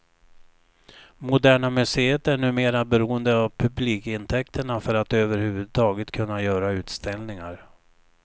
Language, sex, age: Swedish, male, 59